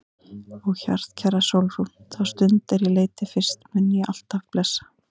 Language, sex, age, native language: Icelandic, female, 30-39, Icelandic